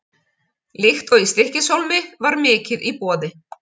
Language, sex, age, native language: Icelandic, female, 50-59, Icelandic